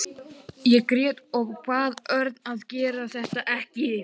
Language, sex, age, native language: Icelandic, male, 12, Icelandic